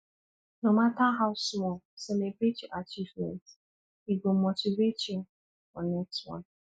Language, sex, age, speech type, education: Nigerian Pidgin, female, 15-29, spontaneous, tertiary